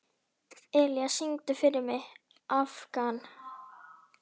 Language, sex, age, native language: Icelandic, male, 11, Icelandic